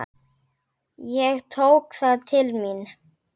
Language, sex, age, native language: Icelandic, female, 9, Icelandic